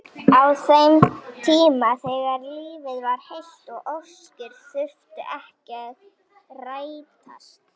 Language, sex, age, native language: Icelandic, female, 18-19, Icelandic